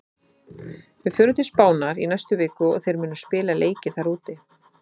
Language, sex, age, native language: Icelandic, female, 30-39, Icelandic